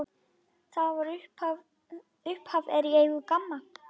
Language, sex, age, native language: Icelandic, female, 10, Icelandic